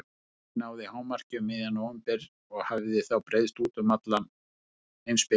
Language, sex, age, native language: Icelandic, male, 50-59, Icelandic